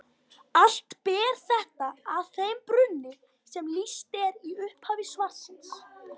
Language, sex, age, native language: Icelandic, female, 50-59, Icelandic